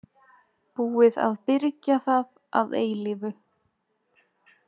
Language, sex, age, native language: Icelandic, female, 20-29, Icelandic